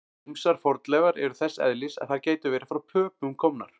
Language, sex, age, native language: Icelandic, male, 40-49, Icelandic